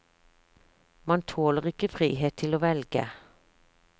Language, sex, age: Norwegian, female, 46